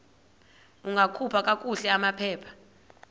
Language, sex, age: Xhosa, female, 30